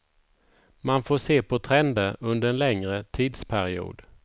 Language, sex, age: Swedish, male, 51